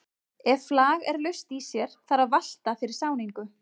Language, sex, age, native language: Icelandic, female, 30-39, Icelandic